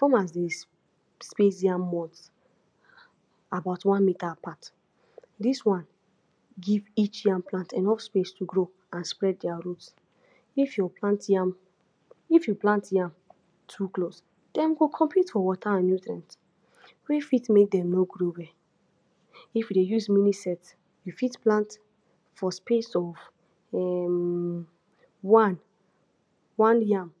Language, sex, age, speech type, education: Nigerian Pidgin, female, 46-60, spontaneous, tertiary